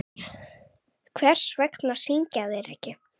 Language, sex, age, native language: Icelandic, female, 8, Icelandic